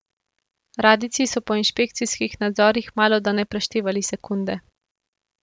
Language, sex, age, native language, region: Slovenian, female, 18-29, Slovenian, Central Slovenia